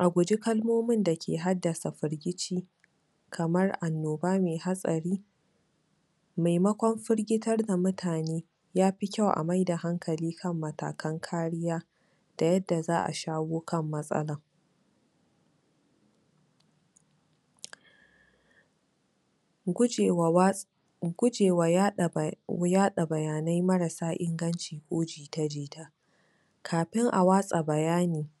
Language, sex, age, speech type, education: Hausa, female, 46-60, spontaneous, tertiary